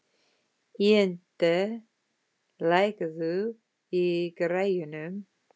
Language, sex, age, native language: Icelandic, female, 50-59, English